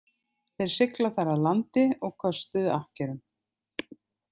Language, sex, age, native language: Icelandic, other, 50-59, Icelandic